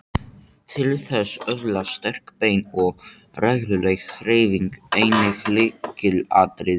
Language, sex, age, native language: Icelandic, male, 18-19, Icelandic